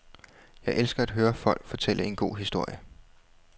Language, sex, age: Danish, male, 21